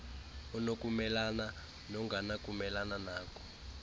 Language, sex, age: Xhosa, male, 18